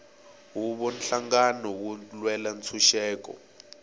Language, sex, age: Tsonga, male, 18